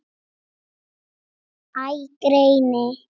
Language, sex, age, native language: Icelandic, female, 7, Icelandic